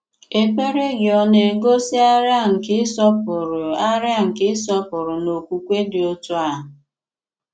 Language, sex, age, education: Igbo, female, 15-29, tertiary